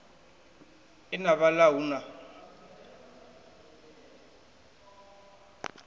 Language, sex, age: Venda, male, 21